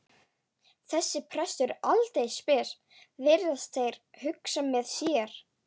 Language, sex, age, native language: Icelandic, female, 11, Icelandic